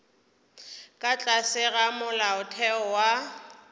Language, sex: Northern Sotho, female